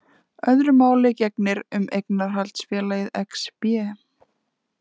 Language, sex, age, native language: Icelandic, female, 20-29, Icelandic